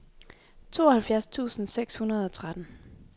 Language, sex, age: Danish, female, 23